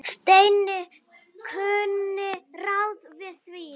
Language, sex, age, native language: Icelandic, female, 9, Icelandic